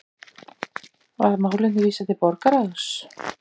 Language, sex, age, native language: Icelandic, female, 40-49, Icelandic